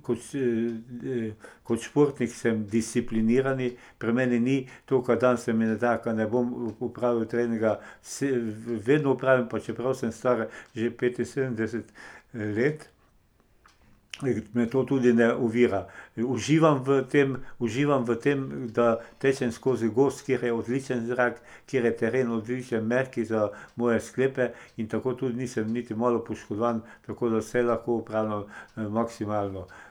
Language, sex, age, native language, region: Slovenian, male, 60+, Slovenian, Pomurje region